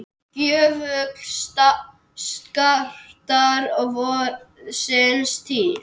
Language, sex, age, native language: Icelandic, male, 10, Icelandic